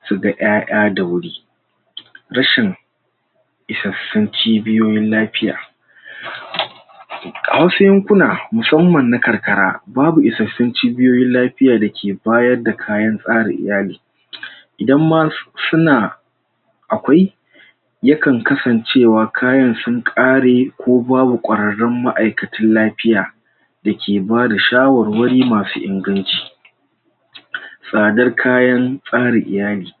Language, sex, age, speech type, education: Hausa, male, 46-60, spontaneous, tertiary